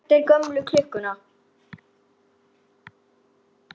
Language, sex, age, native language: Icelandic, female, 10, Icelandic